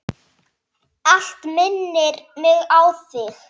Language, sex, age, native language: Icelandic, male, 8, Icelandic